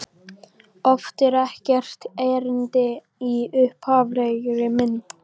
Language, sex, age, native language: Icelandic, male, 12, Icelandic